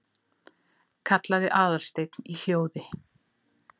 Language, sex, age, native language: Icelandic, female, 40-49, Icelandic